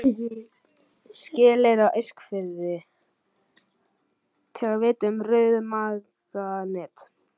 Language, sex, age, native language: Icelandic, male, 11, Icelandic